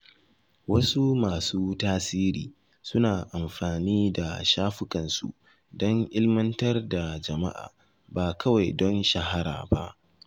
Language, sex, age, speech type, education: Hausa, male, 15-29, spontaneous, tertiary